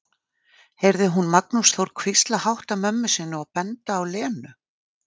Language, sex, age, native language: Icelandic, female, 40-49, Icelandic